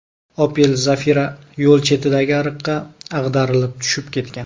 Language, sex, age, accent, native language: Uzbek, male, 19-29, Namangan, Uzbek